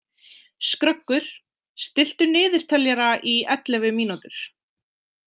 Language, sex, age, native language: Icelandic, female, 20-29, Icelandic